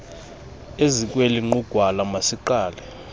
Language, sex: Xhosa, male